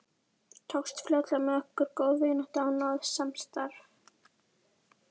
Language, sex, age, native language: Icelandic, female, 11, Icelandic